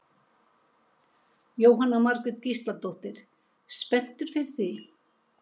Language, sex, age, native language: Icelandic, female, 70-79, Icelandic